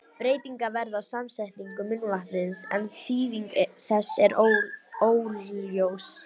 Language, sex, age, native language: Icelandic, female, 18-19, Icelandic